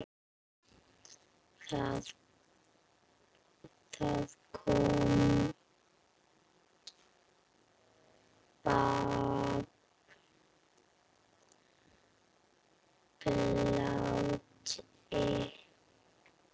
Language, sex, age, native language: Icelandic, female, 8, Icelandic